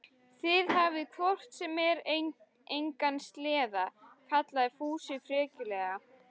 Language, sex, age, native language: Icelandic, female, 13, Icelandic